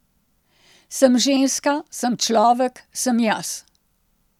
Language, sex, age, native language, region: Slovenian, female, 60+, Slovenian, Central Slovenia